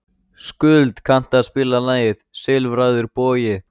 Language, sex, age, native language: Icelandic, male, 14, Icelandic